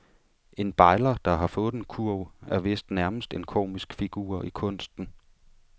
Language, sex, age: Danish, male, 35